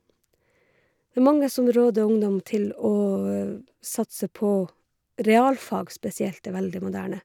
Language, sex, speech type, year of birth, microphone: Norwegian, female, spontaneous, 1969, Shure